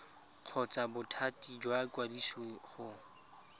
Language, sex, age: Tswana, male, 25